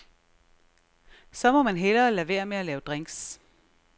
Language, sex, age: Danish, female, 36